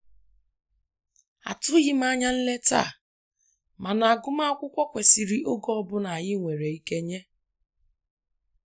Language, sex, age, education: Igbo, female, 30-45, tertiary